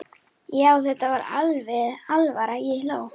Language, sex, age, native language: Icelandic, female, 9, Icelandic